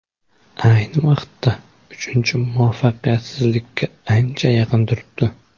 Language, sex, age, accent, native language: Uzbek, male, 18-24, Qoraqalpog'iston, Uzbek